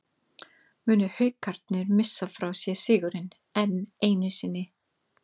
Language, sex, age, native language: Icelandic, female, 50-59, English